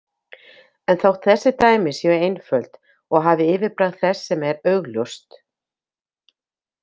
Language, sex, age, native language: Icelandic, female, 50-59, Icelandic